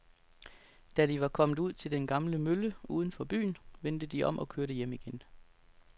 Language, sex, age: Danish, male, 33